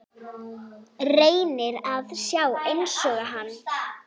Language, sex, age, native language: Icelandic, female, 8, Icelandic